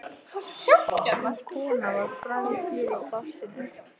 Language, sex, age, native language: Icelandic, female, 14, Icelandic